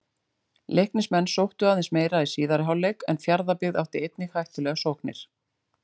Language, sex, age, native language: Icelandic, female, 40-49, Icelandic